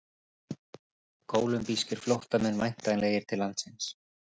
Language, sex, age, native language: Icelandic, male, 30-39, Icelandic